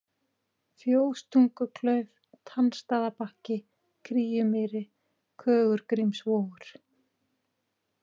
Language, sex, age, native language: Icelandic, female, 40-49, Icelandic